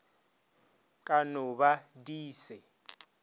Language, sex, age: Northern Sotho, male, 30